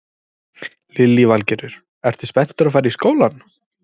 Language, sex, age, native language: Icelandic, male, 30-39, Icelandic